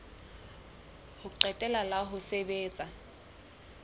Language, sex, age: Southern Sotho, female, 20